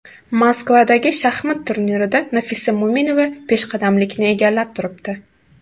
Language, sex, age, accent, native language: Uzbek, female, under 19, Toshkent shahri, Uzbek